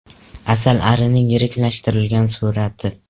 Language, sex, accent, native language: Uzbek, male, Jizzax, Uzbek